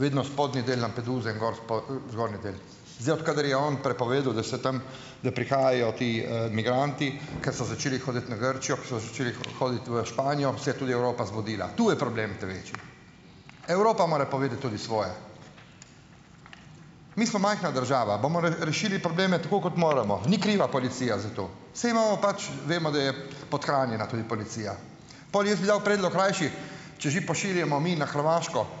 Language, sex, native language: Slovenian, male, Slovenian